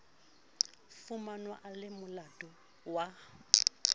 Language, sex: Southern Sotho, female